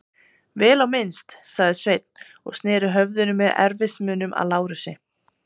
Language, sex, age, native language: Icelandic, female, 20-29, Icelandic